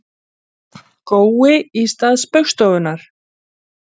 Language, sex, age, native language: Icelandic, female, 40-49, Icelandic